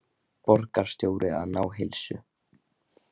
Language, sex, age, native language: Icelandic, male, 18-19, Icelandic